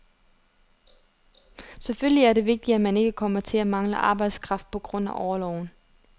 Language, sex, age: Danish, female, 30